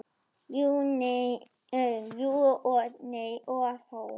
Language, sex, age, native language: Icelandic, female, 10, German